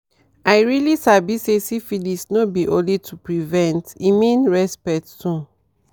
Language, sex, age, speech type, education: Nigerian Pidgin, female, 30-45, spontaneous, tertiary